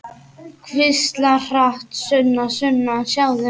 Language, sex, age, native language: Icelandic, male, 8, Icelandic